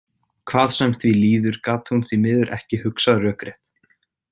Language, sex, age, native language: Icelandic, male, 18-19, Icelandic